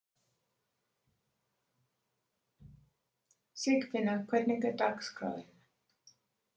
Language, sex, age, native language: Icelandic, female, 60-69, English